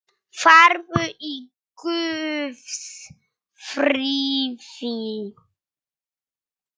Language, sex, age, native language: Icelandic, male, 9, Polish